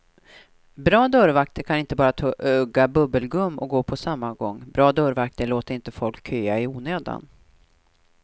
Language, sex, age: Swedish, female, 43